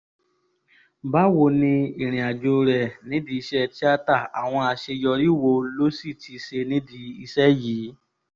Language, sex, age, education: Yoruba, female, 15-29, tertiary